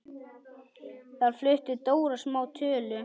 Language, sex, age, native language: Icelandic, male, 9, Icelandic